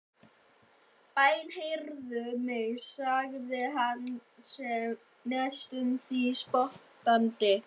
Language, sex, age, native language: Icelandic, male, 11, Icelandic